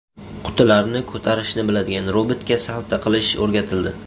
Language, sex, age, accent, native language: Uzbek, male, 18-24, Qashqadaryo, Uzbek